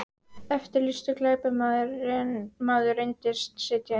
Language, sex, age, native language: Icelandic, female, 18-19, Icelandic